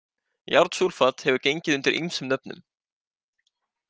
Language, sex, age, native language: Icelandic, male, 18-19, Icelandic